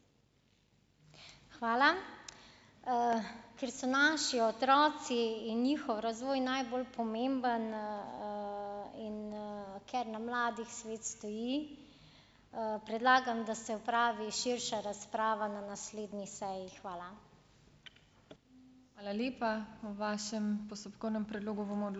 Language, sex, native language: Slovenian, female, Slovenian